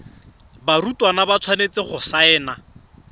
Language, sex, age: Tswana, male, 31